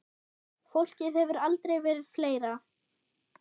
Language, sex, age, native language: Icelandic, female, 8, German